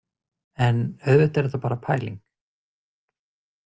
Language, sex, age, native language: Icelandic, male, 40-49, Icelandic